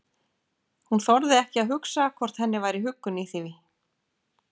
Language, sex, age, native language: Icelandic, female, 50-59, Icelandic